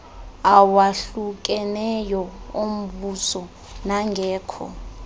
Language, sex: Xhosa, female